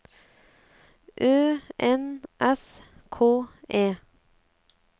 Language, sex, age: Norwegian, female, 35